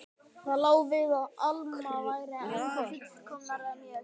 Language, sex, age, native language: Icelandic, male, 12, Icelandic